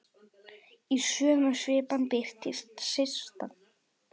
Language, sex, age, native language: Icelandic, male, 8, Icelandic